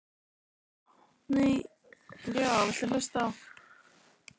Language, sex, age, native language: Icelandic, other, 11, Icelandic